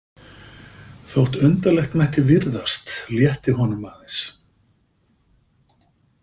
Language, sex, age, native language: Icelandic, male, 50-59, Icelandic